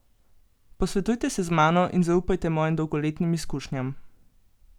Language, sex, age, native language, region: Slovenian, female, 18-29, Slovenian, Gorenjska region